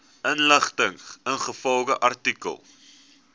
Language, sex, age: Afrikaans, male, 19